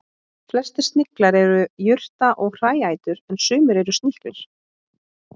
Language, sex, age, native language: Icelandic, female, 20-29, Icelandic